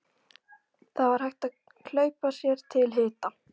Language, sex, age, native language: Icelandic, female, 12, Icelandic